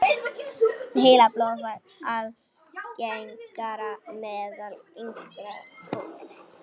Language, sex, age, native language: Icelandic, male, 18-19, Icelandic